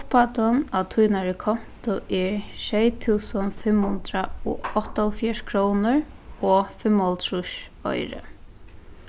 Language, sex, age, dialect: Faroese, female, 15-35, Suðuroy